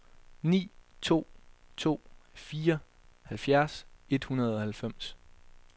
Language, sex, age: Danish, male, 22